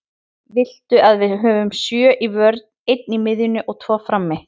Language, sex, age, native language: Icelandic, female, 30-39, Icelandic